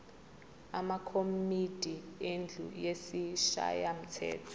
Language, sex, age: Zulu, female, 20